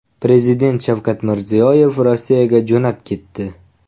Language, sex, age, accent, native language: Uzbek, male, 18-24, Farg'ona, Uzbek